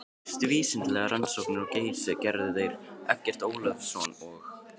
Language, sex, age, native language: Icelandic, male, 12, Icelandic